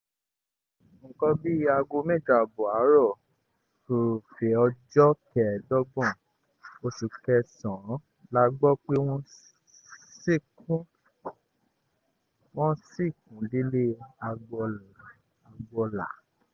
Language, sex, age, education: Yoruba, male, 15-29, tertiary